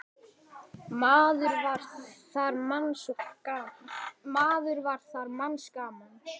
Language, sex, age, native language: Icelandic, male, 10, Icelandic